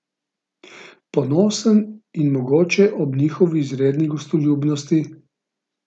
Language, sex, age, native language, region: Slovenian, male, 50-59, Slovenian, Gorica region